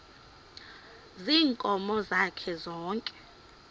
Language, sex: Xhosa, female